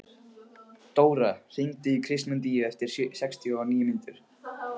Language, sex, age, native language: Icelandic, male, 15, Icelandic